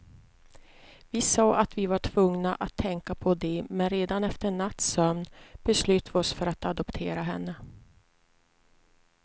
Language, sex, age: Swedish, female, 43